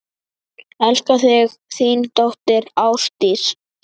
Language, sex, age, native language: Icelandic, male, 9, Icelandic